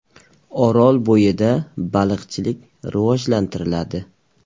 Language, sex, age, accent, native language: Uzbek, male, 18-24, Surxondaryo, Uzbek